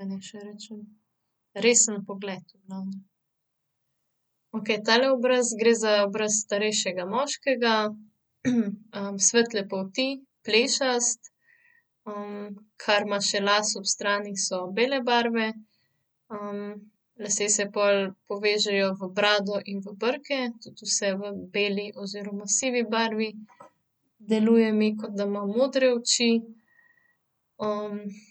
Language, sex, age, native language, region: Slovenian, female, 30-49, Slovenian, Central Slovenia